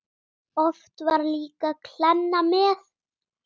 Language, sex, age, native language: Icelandic, female, 8, Icelandic